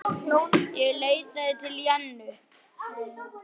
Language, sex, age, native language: Icelandic, male, 9, Icelandic